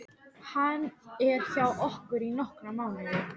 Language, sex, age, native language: Icelandic, female, 12, Icelandic